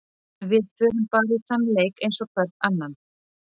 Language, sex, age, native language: Icelandic, female, 40-49, Icelandic